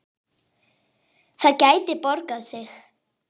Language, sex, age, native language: Icelandic, female, 10, Icelandic